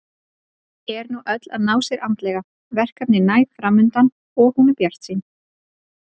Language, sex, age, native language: Icelandic, female, 30-39, Icelandic